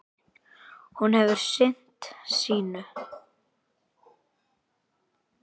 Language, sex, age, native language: Icelandic, male, 8, Icelandic